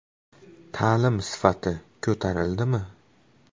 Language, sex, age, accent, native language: Uzbek, male, 18-24, Namangan, Uzbek